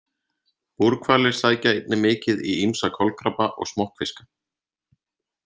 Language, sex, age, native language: Icelandic, male, 30-39, Icelandic